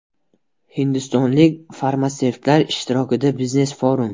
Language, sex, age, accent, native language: Uzbek, male, 19-29, Buxoro, Uzbek